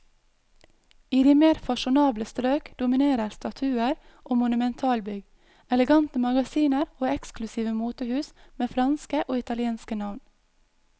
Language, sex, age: Norwegian, female, 22